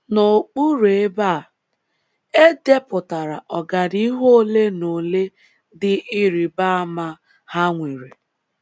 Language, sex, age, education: Igbo, female, 15-29, tertiary